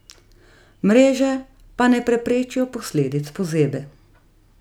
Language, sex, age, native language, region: Slovenian, female, 30-49, Slovenian, Gorica region